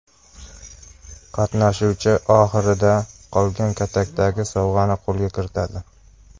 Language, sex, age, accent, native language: Uzbek, male, 25-34, Qashqadaryo, Uzbek